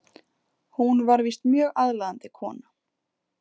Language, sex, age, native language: Icelandic, female, 20-29, Icelandic